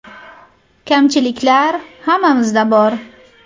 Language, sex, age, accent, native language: Uzbek, female, 25-34, Buxoro, Uzbek